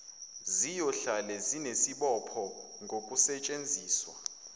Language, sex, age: Zulu, male, 21